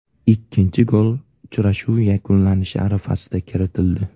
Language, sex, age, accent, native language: Uzbek, male, 18-24, Navoiy, Uzbek